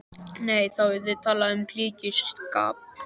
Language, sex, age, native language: Icelandic, male, 11, Icelandic